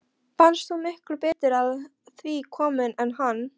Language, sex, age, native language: Icelandic, female, 13, Polish